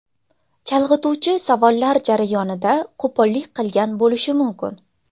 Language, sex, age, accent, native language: Uzbek, female, 19-29, Jizzax, Uzbek